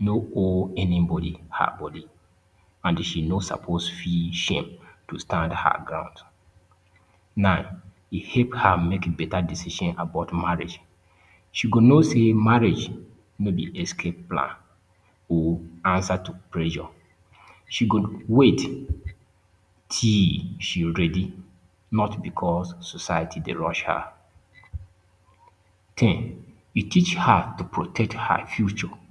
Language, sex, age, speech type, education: Nigerian Pidgin, male, 30-45, spontaneous, tertiary